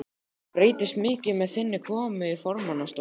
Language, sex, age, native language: Icelandic, male, 12, Icelandic